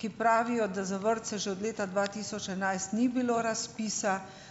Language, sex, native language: Slovenian, female, Slovenian